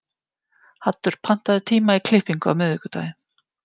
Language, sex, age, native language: Icelandic, female, 50-59, Icelandic